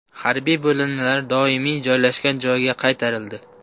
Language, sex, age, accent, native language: Uzbek, male, 18-24, Xorazm, Uzbek